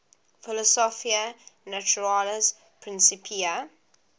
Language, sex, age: English, female, 20